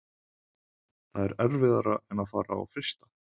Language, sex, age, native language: Icelandic, male, 20-29, Icelandic